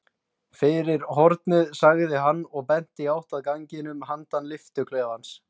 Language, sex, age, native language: Icelandic, male, 20-29, Icelandic